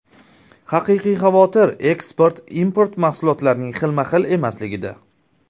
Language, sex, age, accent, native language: Uzbek, male, 19-29, Surxondaryo, Uzbek